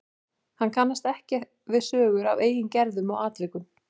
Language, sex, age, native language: Icelandic, female, 40-49, Icelandic